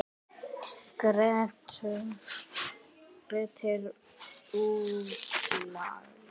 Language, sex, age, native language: Icelandic, male, 8, Icelandic